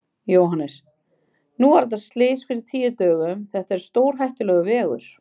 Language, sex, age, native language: Icelandic, female, 50-59, Icelandic